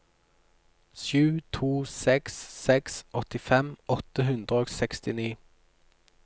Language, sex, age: Norwegian, male, 29